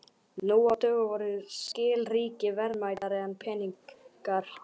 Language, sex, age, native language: Icelandic, male, 11, Icelandic